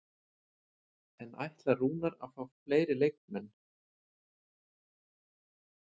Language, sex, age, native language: Icelandic, male, 40-49, Icelandic